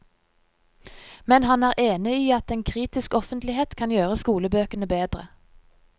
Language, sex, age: Norwegian, female, 30